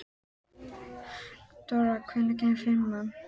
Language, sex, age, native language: Icelandic, female, 12, Icelandic